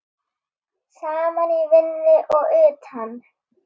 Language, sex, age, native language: Icelandic, female, 8, Icelandic